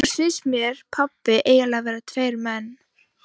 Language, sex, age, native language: Icelandic, female, 15, Icelandic